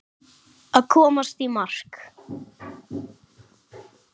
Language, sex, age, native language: Icelandic, male, 9, Icelandic